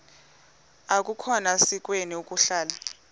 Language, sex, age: Xhosa, female, 20